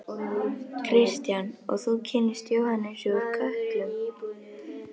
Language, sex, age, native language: Icelandic, other, 11, Icelandic